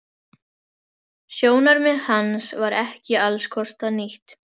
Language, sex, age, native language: Icelandic, female, 12, Icelandic